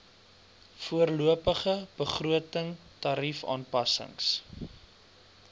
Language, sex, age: Afrikaans, male, 22